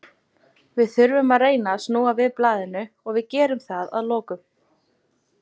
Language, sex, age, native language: Icelandic, female, 20-29, Icelandic